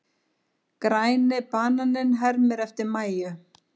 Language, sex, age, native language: Icelandic, female, 50-59, Icelandic